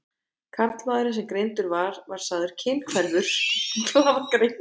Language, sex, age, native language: Icelandic, female, 30-39, Icelandic